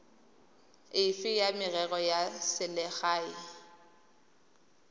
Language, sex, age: Tswana, female, 20